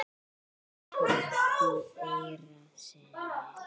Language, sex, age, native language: Icelandic, female, 9, Icelandic